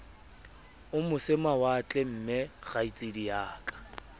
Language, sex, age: Southern Sotho, male, 24